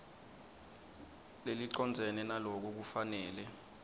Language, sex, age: Swati, male, 19